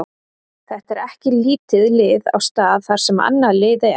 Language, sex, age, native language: Icelandic, female, 30-39, Icelandic